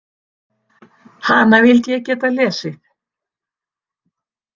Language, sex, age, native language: Icelandic, female, 60-69, Icelandic